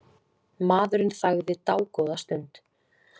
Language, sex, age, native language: Icelandic, female, 20-29, Icelandic